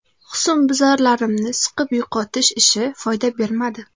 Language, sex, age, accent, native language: Uzbek, female, 12-17, Qashqadaryo, Uzbek